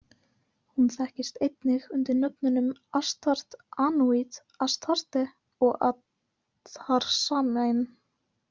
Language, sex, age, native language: Icelandic, female, 18-19, Icelandic